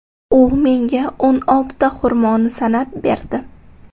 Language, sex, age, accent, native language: Uzbek, female, 18-24, Toshkent shahri, Uzbek